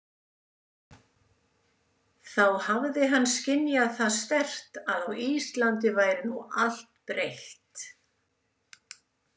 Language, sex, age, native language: Icelandic, female, 70-79, Icelandic